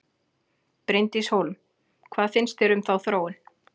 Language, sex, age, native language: Icelandic, female, 40-49, Icelandic